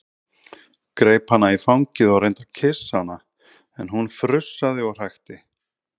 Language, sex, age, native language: Icelandic, male, 30-39, Icelandic